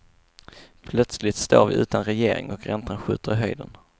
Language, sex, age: Swedish, male, 22